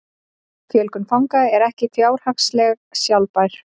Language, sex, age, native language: Icelandic, female, 30-39, Icelandic